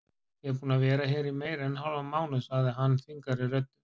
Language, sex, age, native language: Icelandic, male, 40-49, Icelandic